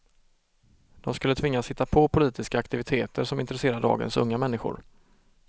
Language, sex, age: Swedish, male, 32